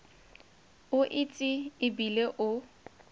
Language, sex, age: Tswana, female, 18